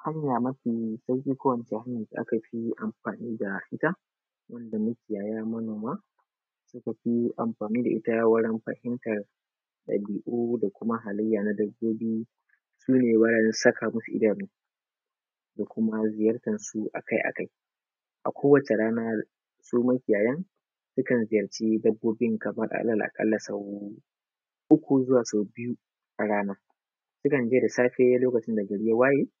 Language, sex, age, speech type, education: Hausa, male, 15-29, spontaneous, tertiary